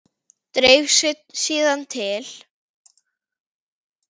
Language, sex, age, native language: Icelandic, female, 9, Icelandic